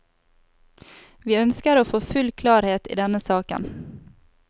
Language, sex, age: Norwegian, female, 28